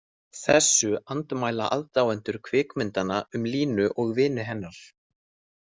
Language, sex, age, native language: Icelandic, male, 18-19, Icelandic